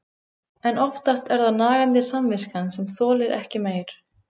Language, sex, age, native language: Icelandic, female, 15, Icelandic